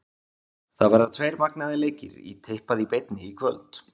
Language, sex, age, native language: Icelandic, male, 20-29, Icelandic